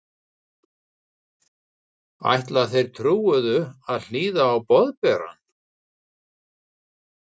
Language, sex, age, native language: Icelandic, male, 60-69, Icelandic